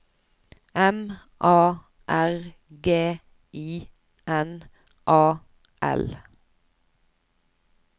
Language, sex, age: Norwegian, female, 29